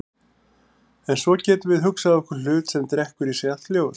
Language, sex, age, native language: Icelandic, male, 40-49, Icelandic